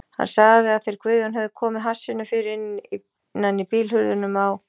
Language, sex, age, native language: Icelandic, female, 40-49, Icelandic